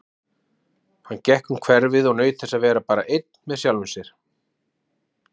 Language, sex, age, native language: Icelandic, male, 30-39, Icelandic